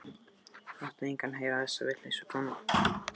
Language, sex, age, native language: Icelandic, male, 12, Icelandic